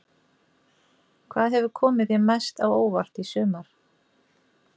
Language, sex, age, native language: Icelandic, female, 40-49, Icelandic